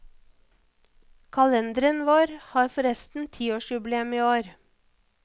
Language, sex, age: Norwegian, female, 34